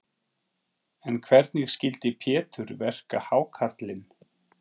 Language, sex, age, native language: Icelandic, male, 40-49, Icelandic